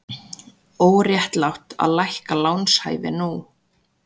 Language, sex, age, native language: Icelandic, female, 20-29, Icelandic